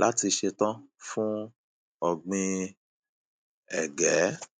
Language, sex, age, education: Yoruba, male, 30-45, primary